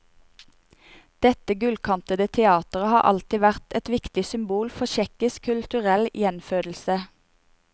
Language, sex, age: Norwegian, female, 28